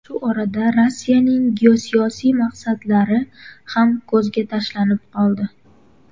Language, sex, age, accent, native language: Uzbek, female, 18-24, Qashqadaryo, Uzbek